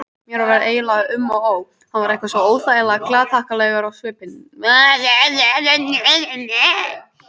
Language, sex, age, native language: Icelandic, female, 18-19, Icelandic